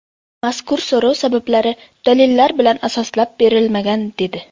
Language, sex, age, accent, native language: Uzbek, female, under 19, Sirdaryo, Uzbek